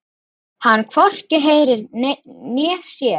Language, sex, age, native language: Icelandic, female, 9, Icelandic